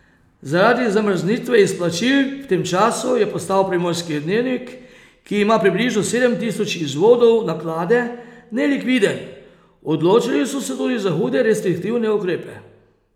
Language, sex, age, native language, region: Slovenian, male, 30-49, Slovenian, Posavska region